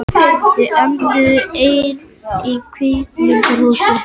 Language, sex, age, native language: Icelandic, male, 18-19, Icelandic